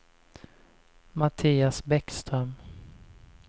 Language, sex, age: Swedish, male, 20